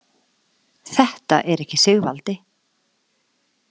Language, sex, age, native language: Icelandic, female, 40-49, Icelandic